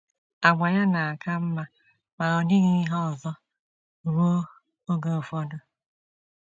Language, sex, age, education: Igbo, female, 30-45, tertiary